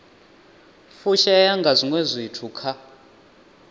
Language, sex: Venda, male